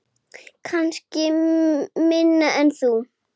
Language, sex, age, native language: Icelandic, female, 6, Icelandic